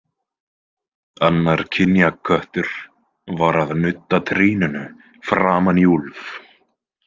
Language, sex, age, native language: Icelandic, male, 20-29, Icelandic